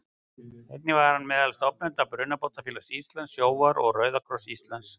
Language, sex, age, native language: Icelandic, male, 60-69, Icelandic